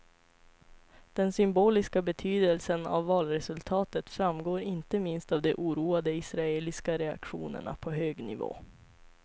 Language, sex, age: Swedish, female, 25